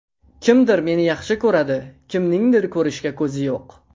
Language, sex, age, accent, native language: Uzbek, male, under 19, Andijon, Uzbek